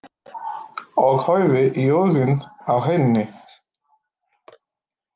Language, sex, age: Icelandic, male, 50-59